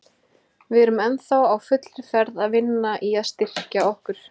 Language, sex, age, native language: Icelandic, female, 20-29, Icelandic